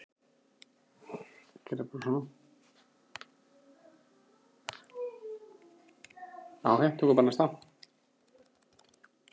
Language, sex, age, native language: Icelandic, female, 8, Icelandic